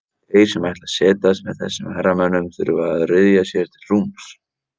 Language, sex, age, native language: Icelandic, male, 18-19, Icelandic